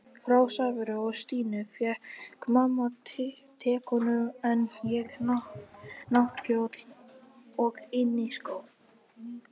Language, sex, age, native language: Icelandic, female, 50-59, Icelandic